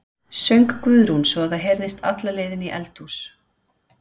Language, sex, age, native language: Icelandic, female, 40-49, Icelandic